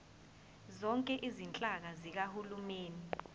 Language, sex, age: Zulu, female, 20